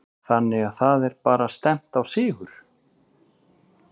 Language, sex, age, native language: Icelandic, male, 40-49, Icelandic